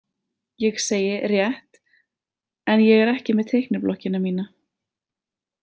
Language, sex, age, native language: Icelandic, female, 30-39, Icelandic